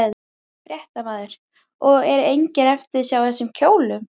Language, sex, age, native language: Icelandic, female, 12, Icelandic